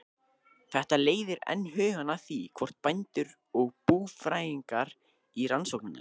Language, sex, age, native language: Icelandic, male, 20-29, Icelandic